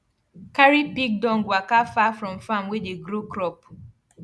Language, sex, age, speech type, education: Nigerian Pidgin, female, 15-29, spontaneous, tertiary